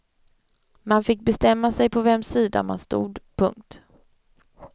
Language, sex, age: Swedish, female, 31